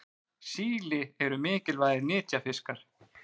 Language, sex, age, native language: Icelandic, male, 40-49, Icelandic